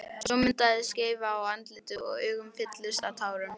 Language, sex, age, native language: Icelandic, female, 12, Icelandic